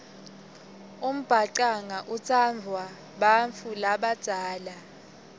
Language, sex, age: Swati, female, 21